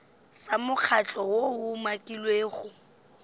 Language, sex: Northern Sotho, female